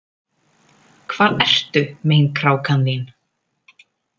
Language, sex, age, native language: Icelandic, female, 30-39, Icelandic